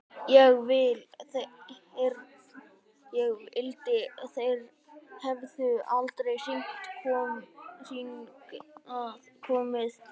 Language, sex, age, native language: Icelandic, male, 12, Icelandic